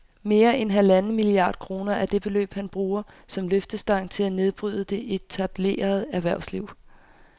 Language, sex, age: Danish, female, 25